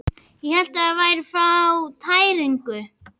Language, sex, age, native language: Icelandic, female, 11, Icelandic